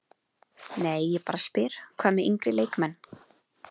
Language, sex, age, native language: Icelandic, female, 20-29, Icelandic